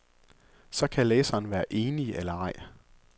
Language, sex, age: Danish, male, 24